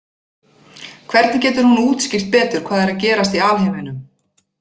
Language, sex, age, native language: Icelandic, female, 40-49, Icelandic